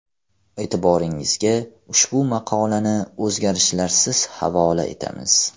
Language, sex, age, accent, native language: Uzbek, male, 18-24, Farg'ona, Uzbek